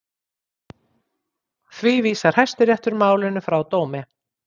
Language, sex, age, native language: Icelandic, female, 50-59, Icelandic